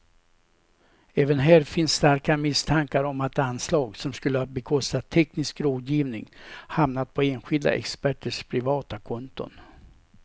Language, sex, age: Swedish, male, 67